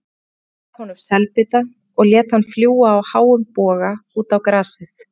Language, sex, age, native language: Icelandic, female, 30-39, Icelandic